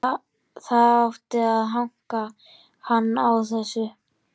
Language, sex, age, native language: Icelandic, male, 13, Icelandic